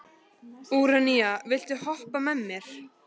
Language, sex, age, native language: Icelandic, female, 14, Icelandic